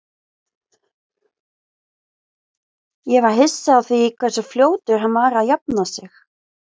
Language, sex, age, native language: Icelandic, female, 20-29, Icelandic